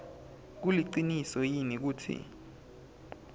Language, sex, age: Swati, male, 20